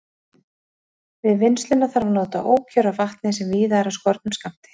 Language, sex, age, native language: Icelandic, female, 40-49, Icelandic